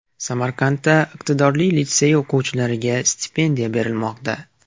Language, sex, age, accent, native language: Uzbek, male, 18-24, Andijon, Uzbek